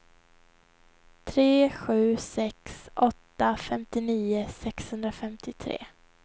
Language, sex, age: Swedish, female, 21